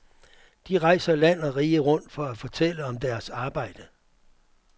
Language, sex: Danish, male